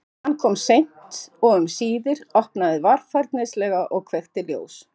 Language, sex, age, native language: Icelandic, female, 50-59, Icelandic